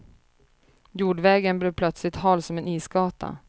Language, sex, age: Swedish, female, 30